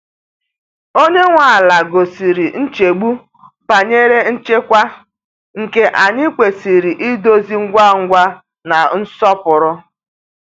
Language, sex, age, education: Igbo, female, 30-45, tertiary